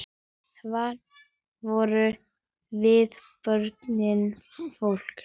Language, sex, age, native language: Icelandic, male, 10, Icelandic